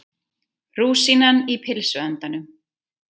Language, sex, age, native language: Icelandic, female, 30-39, Icelandic